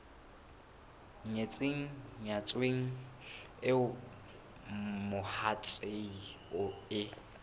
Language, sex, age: Southern Sotho, male, 22